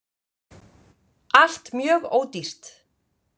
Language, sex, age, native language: Icelandic, female, 50-59, Icelandic